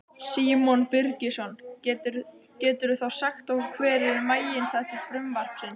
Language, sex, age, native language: Icelandic, male, 11, Icelandic